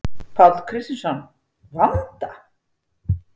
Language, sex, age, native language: Icelandic, female, 40-49, Icelandic